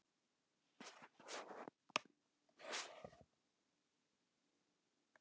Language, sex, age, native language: Icelandic, male, 50-59, Icelandic